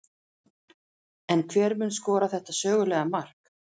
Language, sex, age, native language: Icelandic, female, 40-49, Icelandic